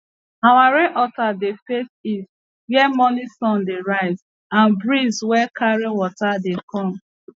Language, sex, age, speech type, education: Nigerian Pidgin, female, 30-45, spontaneous, tertiary